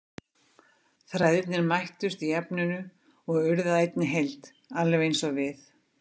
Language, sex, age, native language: Icelandic, female, 50-59, Icelandic